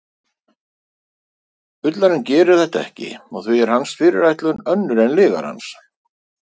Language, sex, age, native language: Icelandic, male, 50-59, Icelandic